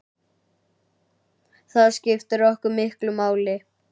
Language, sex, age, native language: Icelandic, male, 9, Icelandic